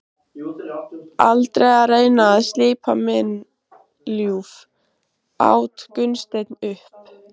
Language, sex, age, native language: Icelandic, female, 15, Icelandic